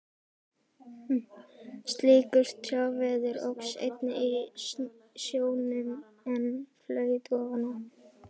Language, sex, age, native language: Icelandic, female, 12, Icelandic